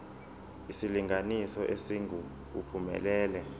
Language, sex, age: Zulu, male, 20